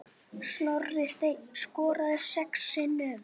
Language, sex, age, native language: Icelandic, male, 8, Icelandic